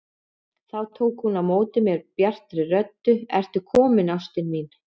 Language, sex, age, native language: Icelandic, female, 40-49, Icelandic